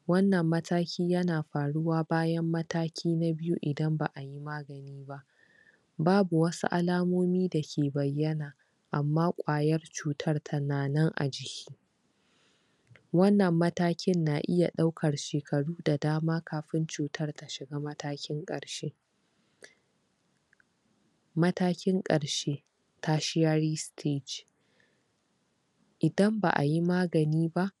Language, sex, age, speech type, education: Hausa, female, 46-60, spontaneous, tertiary